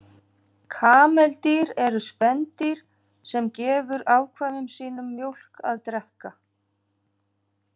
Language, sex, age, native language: Icelandic, female, 40-49, Icelandic